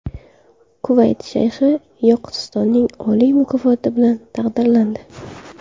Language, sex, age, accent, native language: Uzbek, female, 18-24, Qashqadaryo, Uzbek